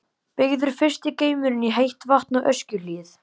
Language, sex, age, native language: Icelandic, male, 11, Icelandic